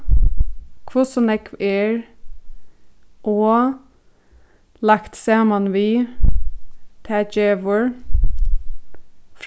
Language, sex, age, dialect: Faroese, female, 15-35, Suðurstreymoy